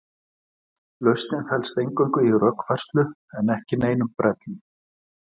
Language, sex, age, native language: Icelandic, male, 40-49, Icelandic